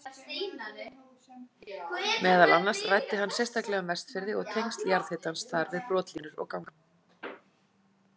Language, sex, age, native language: Icelandic, female, 40-49, Icelandic